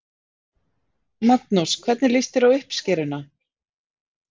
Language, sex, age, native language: Icelandic, female, 40-49, Icelandic